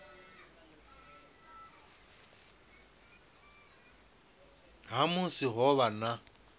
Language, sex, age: Venda, male, 25